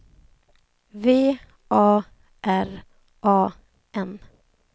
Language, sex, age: Swedish, female, 28